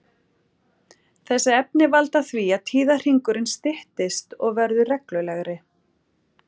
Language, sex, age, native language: Icelandic, female, 40-49, Icelandic